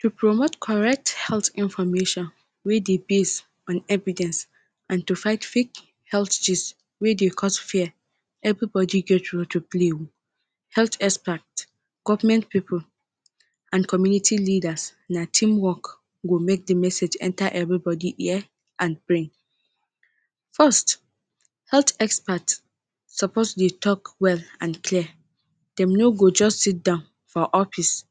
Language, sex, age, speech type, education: Nigerian Pidgin, female, 30-45, spontaneous, tertiary